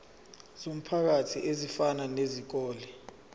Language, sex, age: Zulu, male, 17